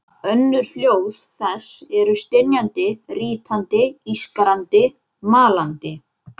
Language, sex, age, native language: Icelandic, male, 11, Icelandic